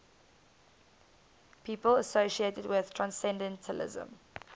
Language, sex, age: English, female, 19